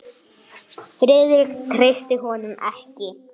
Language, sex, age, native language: Icelandic, male, 9, Icelandic